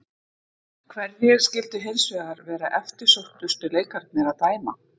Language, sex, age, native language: Icelandic, female, 50-59, Icelandic